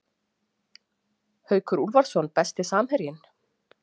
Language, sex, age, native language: Icelandic, female, 40-49, Icelandic